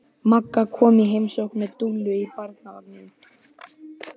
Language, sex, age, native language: Icelandic, male, 11, Icelandic